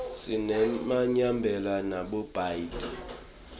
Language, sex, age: Swati, male, 24